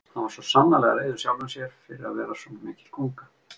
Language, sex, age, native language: Icelandic, male, 50-59, Icelandic